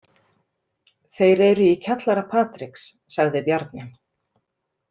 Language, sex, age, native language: Icelandic, female, 30-39, Icelandic